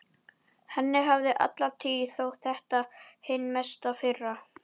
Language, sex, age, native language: Icelandic, male, 11, Icelandic